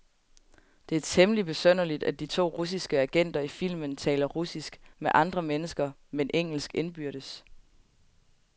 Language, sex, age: Danish, female, 20